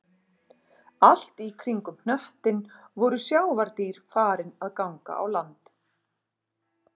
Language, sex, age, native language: Icelandic, female, 40-49, Icelandic